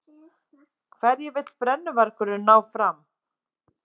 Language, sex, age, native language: Icelandic, female, 30-39, Icelandic